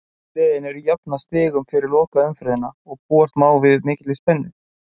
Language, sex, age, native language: Icelandic, male, 20-29, Icelandic